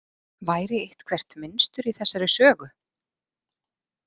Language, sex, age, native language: Icelandic, female, 40-49, Icelandic